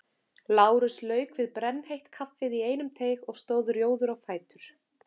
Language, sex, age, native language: Icelandic, female, 30-39, Icelandic